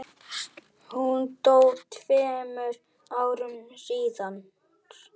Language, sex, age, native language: Icelandic, male, 9, Icelandic